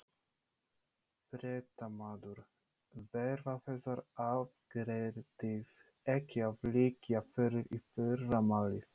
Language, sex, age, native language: Icelandic, male, 30-39, Polish